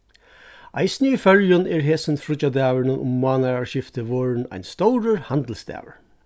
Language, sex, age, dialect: Faroese, male, 36-60, Suðurstreymoy